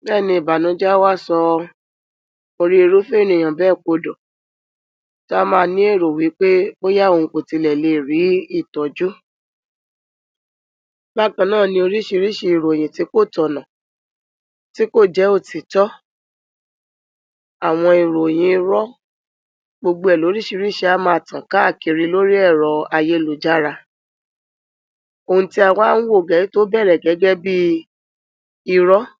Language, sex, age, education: Yoruba, male, 46-60, tertiary